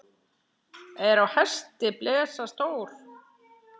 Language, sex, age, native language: Icelandic, female, 10, Icelandic